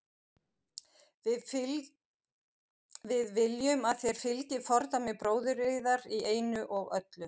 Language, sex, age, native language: Icelandic, female, 50-59, Icelandic